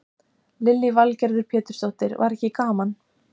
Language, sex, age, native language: Icelandic, female, 14, Icelandic